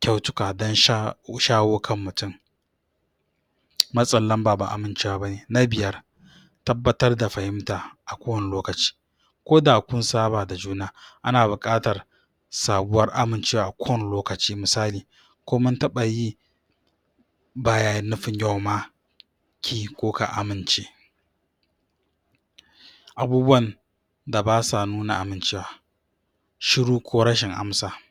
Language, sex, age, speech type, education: Hausa, male, 46-60, spontaneous, tertiary